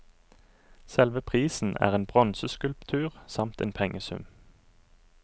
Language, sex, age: Norwegian, male, 39